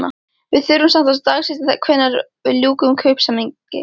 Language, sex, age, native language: Icelandic, female, 13, Icelandic